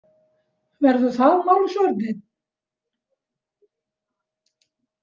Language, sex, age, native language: Icelandic, female, 70-79, Icelandic